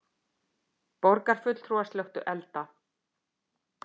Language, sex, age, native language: Icelandic, female, 50-59, Icelandic